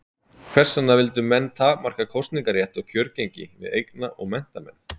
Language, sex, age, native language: Icelandic, male, 30-39, Icelandic